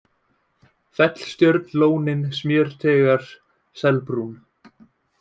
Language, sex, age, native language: Icelandic, male, 18-19, Icelandic